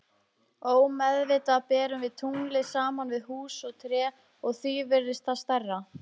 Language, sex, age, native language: Icelandic, female, 18-19, Icelandic